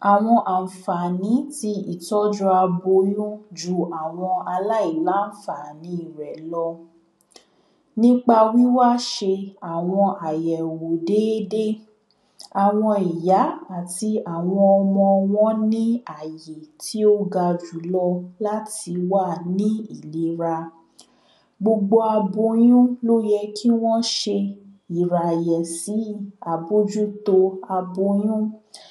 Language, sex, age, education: Yoruba, female, 15-29, tertiary